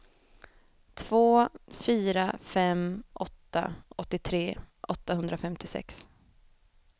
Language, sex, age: Swedish, female, 23